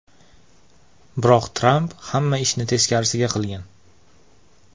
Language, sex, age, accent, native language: Uzbek, male, 25-34, Toshkent viloyati, Uzbek